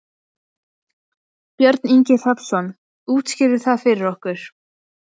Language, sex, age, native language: Icelandic, female, 20-29, Icelandic